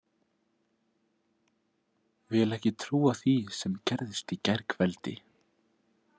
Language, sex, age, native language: Icelandic, male, 18-19, Icelandic